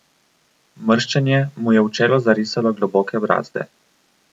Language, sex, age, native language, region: Slovenian, male, 18-29, Slovenian, Coastal Karst region